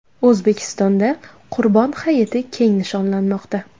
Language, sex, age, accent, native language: Uzbek, female, 19-29, Navoiy, Uzbek